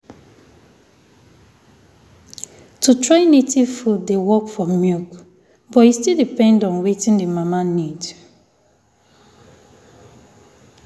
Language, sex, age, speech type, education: Nigerian Pidgin, female, 30-45, spontaneous, tertiary